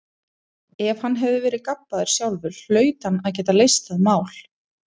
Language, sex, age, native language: Icelandic, female, 30-39, Icelandic